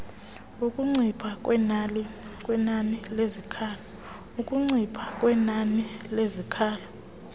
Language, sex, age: Xhosa, female, 28